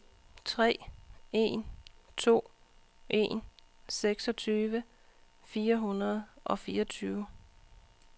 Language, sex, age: Danish, female, 39